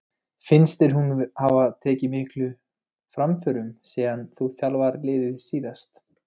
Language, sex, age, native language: Icelandic, male, 20-29, Icelandic